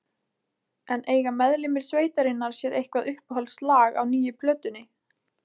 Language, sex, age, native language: Icelandic, female, 20-29, Icelandic